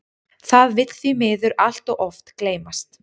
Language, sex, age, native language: Icelandic, female, 30-39, Icelandic